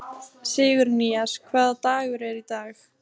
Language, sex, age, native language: Icelandic, female, 15, Icelandic